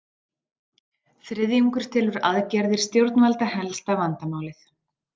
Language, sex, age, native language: Icelandic, female, 40-49, Icelandic